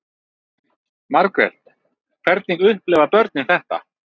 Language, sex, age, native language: Icelandic, male, 30-39, Icelandic